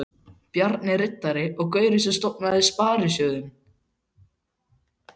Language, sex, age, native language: Icelandic, male, 12, Icelandic